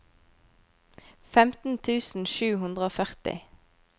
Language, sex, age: Norwegian, female, 25